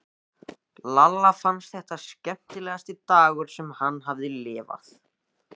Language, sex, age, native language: Icelandic, male, 14, Icelandic